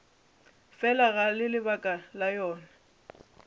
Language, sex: Northern Sotho, female